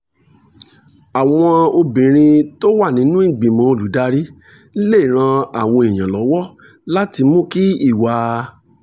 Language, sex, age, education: Yoruba, male, 46-60, tertiary